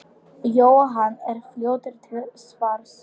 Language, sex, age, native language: Icelandic, female, 10, Polish